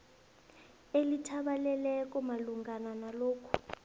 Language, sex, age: South Ndebele, female, 22